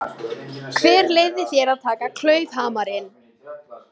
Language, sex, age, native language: Icelandic, male, 50-59, Icelandic